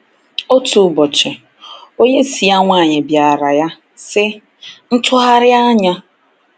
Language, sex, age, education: Igbo, female, 15-29, tertiary